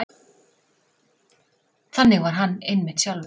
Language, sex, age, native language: Icelandic, female, 40-49, Icelandic